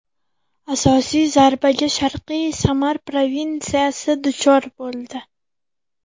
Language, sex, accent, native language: Uzbek, female, Farg'ona, Uzbek